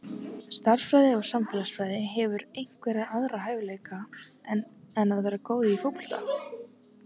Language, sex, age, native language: Icelandic, female, 18-19, Icelandic